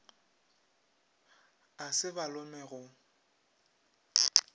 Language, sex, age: Northern Sotho, male, 21